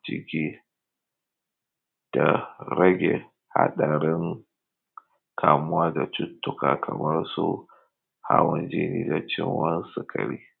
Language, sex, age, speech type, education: Hausa, male, 15-29, spontaneous, tertiary